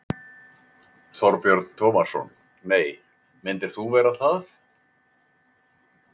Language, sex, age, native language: Icelandic, male, 80-89, Icelandic